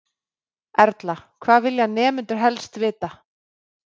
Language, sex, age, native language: Icelandic, female, 30-39, Icelandic